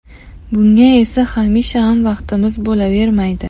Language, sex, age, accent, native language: Uzbek, female, 35+, Qashqadaryo, Uzbek